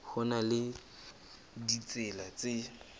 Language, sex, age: Southern Sotho, male, 20